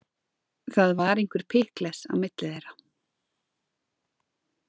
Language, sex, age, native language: Icelandic, female, 30-39, Icelandic